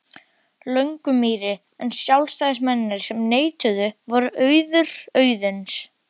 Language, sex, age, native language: Icelandic, male, 12, Icelandic